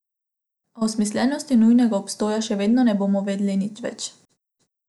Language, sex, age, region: Slovenian, female, 18-29, Abroad